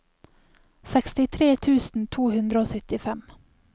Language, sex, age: Norwegian, female, 28